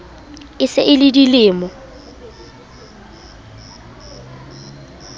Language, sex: Southern Sotho, female